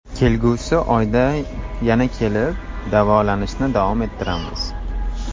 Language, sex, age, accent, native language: Uzbek, male, 25-34, Toshkent shahri, Uzbek